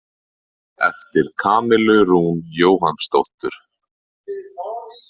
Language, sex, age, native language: Icelandic, male, 30-39, Icelandic